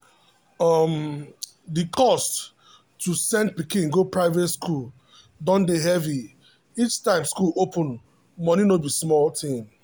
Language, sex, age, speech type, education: Nigerian Pidgin, male, 30-45, spontaneous, tertiary